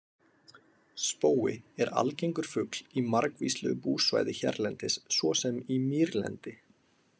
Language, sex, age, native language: Icelandic, male, 20-29, Icelandic